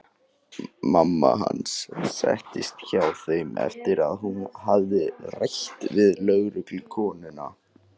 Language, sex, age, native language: Icelandic, male, 18-19, Icelandic